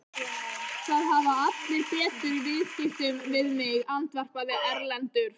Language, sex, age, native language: Icelandic, female, 15, Icelandic